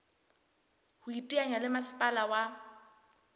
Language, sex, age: Southern Sotho, female, 23